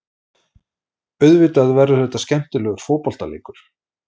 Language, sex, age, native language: Icelandic, male, 40-49, Icelandic